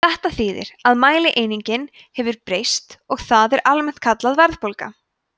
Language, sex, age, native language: Icelandic, female, 20-29, Icelandic